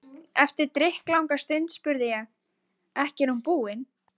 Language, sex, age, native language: Icelandic, female, 13, Icelandic